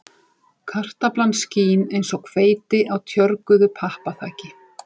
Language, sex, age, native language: Icelandic, female, 40-49, Icelandic